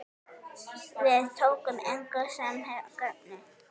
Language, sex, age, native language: Icelandic, female, 9, Icelandic